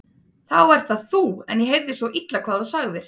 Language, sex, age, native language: Icelandic, female, 30-39, Icelandic